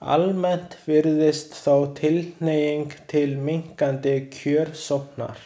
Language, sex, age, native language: Icelandic, male, 20-29, Chinese